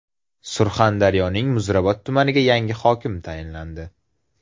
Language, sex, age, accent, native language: Uzbek, male, 18-24, Surxondaryo, Uzbek